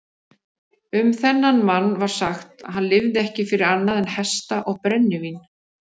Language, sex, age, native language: Icelandic, female, 50-59, Icelandic